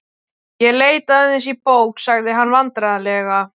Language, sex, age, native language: Icelandic, male, 12, Icelandic